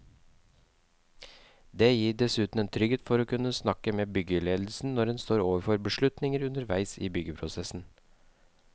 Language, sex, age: Norwegian, male, 37